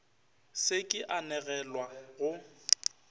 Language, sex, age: Northern Sotho, male, 25